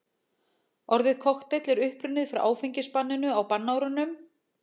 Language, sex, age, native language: Icelandic, female, 40-49, Icelandic